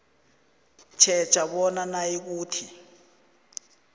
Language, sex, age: South Ndebele, male, 20